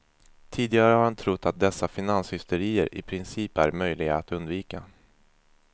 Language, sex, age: Swedish, male, 24